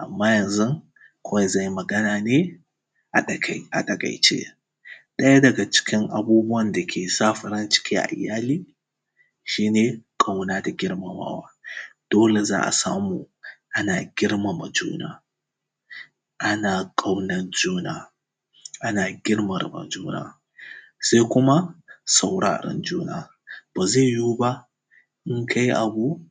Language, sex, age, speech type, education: Hausa, male, 15-29, spontaneous, tertiary